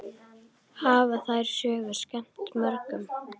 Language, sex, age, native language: Icelandic, female, 10, Icelandic